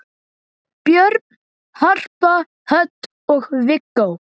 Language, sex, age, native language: Icelandic, male, 10, Icelandic